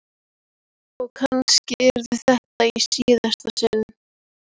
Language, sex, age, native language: Icelandic, female, 12, Icelandic